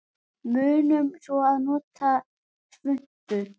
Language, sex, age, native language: Icelandic, female, 10, Icelandic